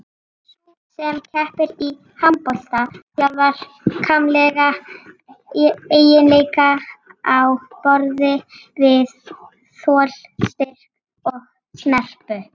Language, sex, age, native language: Icelandic, female, 40-49, Icelandic